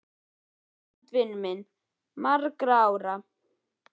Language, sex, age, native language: Icelandic, male, 11, Icelandic